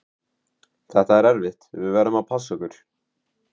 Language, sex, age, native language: Icelandic, male, 18-19, Icelandic